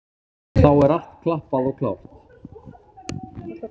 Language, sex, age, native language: Icelandic, male, 30-39, Icelandic